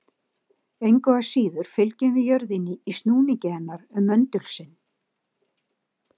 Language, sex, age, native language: Icelandic, female, 60-69, Icelandic